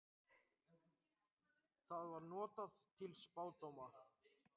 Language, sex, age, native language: Icelandic, male, 18-19, Icelandic